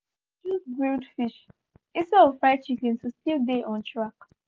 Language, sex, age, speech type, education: Nigerian Pidgin, female, 15-29, spontaneous, tertiary